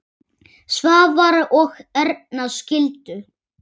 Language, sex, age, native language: Icelandic, male, 8, Icelandic